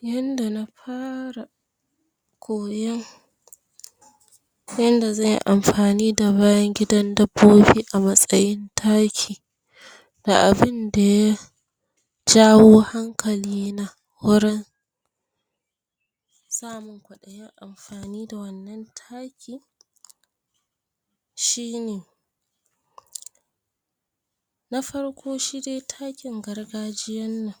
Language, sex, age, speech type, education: Hausa, female, 46-60, spontaneous, tertiary